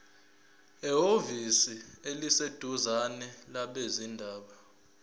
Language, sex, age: Zulu, male, 20